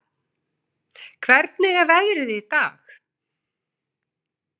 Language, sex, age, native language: Icelandic, female, 40-49, Icelandic